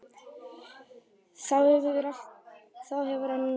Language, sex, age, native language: Icelandic, male, 10, Icelandic